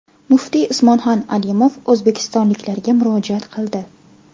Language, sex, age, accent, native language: Uzbek, female, 18-24, Farg'ona, Uzbek